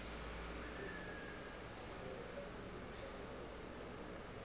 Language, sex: Northern Sotho, female